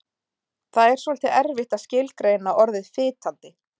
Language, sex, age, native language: Icelandic, female, 30-39, Icelandic